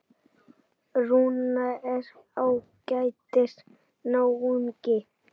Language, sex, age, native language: Icelandic, female, 8, Icelandic